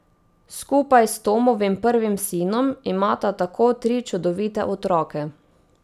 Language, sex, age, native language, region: Slovenian, female, 18-29, Slovenian, Savinja region